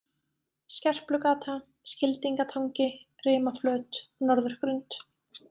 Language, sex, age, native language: Icelandic, female, 20-29, Icelandic